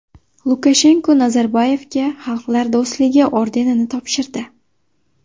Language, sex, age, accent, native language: Uzbek, female, 19-29, Sirdaryo, Uzbek